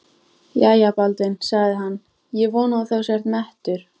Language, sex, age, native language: Icelandic, female, 14, Icelandic